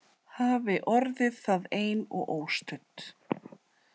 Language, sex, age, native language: Icelandic, female, 30-39, Icelandic